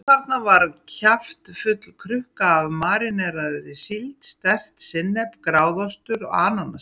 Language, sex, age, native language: Icelandic, female, 40-49, Icelandic